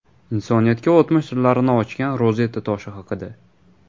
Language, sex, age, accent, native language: Uzbek, male, 18-24, Toshkent viloyati, Uzbek